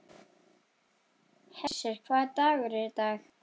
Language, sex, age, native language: Icelandic, female, 12, Icelandic